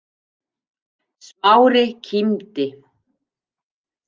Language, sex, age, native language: Icelandic, female, 40-49, Icelandic